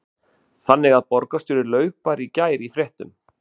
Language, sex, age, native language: Icelandic, male, 40-49, Icelandic